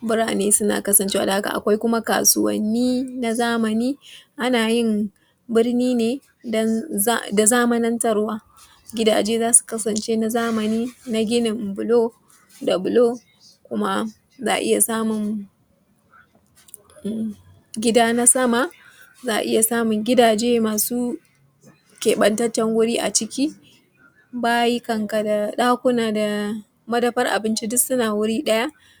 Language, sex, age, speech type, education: Hausa, female, 15-29, spontaneous, tertiary